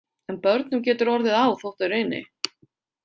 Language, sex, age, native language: Icelandic, female, 30-39, Icelandic